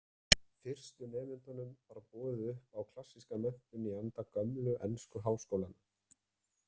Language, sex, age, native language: Icelandic, male, 30-39, Icelandic